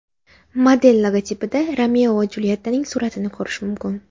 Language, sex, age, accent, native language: Uzbek, female, under 19, Jizzax, Uzbek